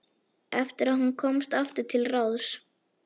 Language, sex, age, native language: Icelandic, female, 11, Icelandic